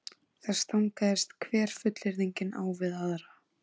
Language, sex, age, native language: Icelandic, female, 14, Icelandic